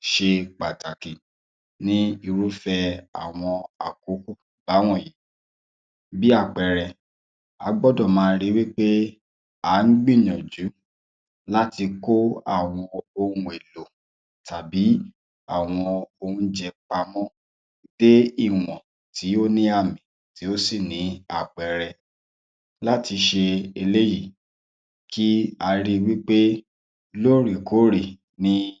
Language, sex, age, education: Yoruba, male, 30-45, tertiary